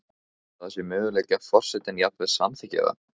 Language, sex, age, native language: Icelandic, male, 15, Icelandic